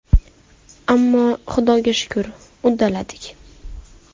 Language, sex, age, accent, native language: Uzbek, female, 19-29, Farg'ona, Uzbek